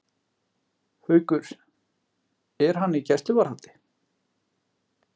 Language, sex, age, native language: Icelandic, male, 30-39, Icelandic